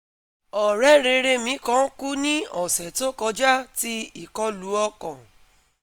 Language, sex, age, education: Yoruba, female, 30-45, tertiary